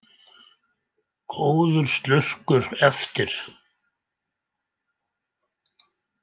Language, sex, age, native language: Icelandic, male, 80-89, Icelandic